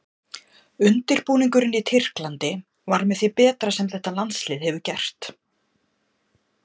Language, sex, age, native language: Icelandic, female, 50-59, Icelandic